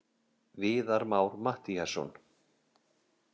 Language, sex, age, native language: Icelandic, male, 50-59, Icelandic